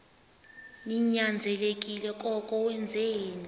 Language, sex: Xhosa, female